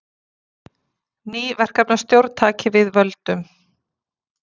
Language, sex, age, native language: Icelandic, female, 40-49, Icelandic